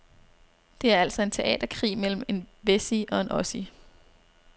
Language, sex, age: Danish, female, 26